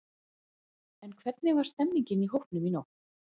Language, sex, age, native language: Icelandic, female, 40-49, Icelandic